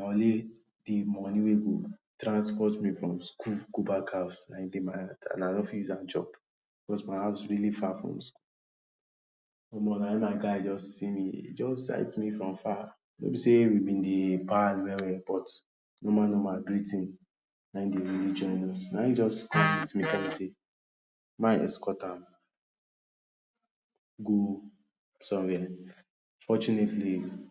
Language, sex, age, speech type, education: Nigerian Pidgin, male, 30-45, spontaneous, tertiary